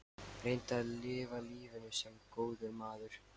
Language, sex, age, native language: Icelandic, male, 13, Lithuanian